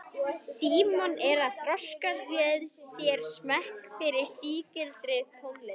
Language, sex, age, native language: Icelandic, female, 11, Icelandic